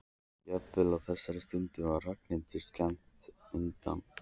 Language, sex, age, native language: Icelandic, male, 14, Icelandic